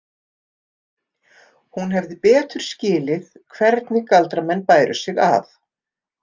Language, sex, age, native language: Icelandic, female, 50-59, Icelandic